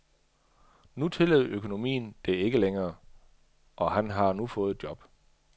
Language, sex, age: Danish, male, 38